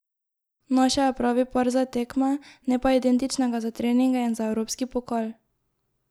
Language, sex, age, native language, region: Slovenian, female, 18-29, Slovenian, Drava region